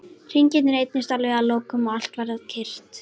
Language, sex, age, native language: Icelandic, female, 13, Icelandic